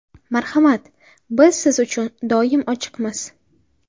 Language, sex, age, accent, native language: Uzbek, female, 18-24, Qashqadaryo, Uzbek